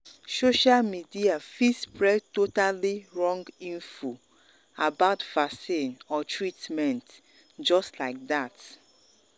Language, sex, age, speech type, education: Nigerian Pidgin, female, 30-45, spontaneous, tertiary